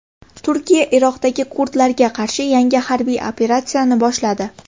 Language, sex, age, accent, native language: Uzbek, female, 18-24, Andijon, Uzbek